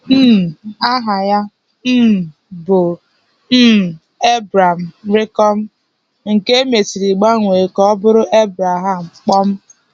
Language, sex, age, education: Igbo, female, 15-29, tertiary